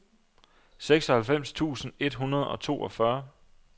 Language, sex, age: Danish, male, 27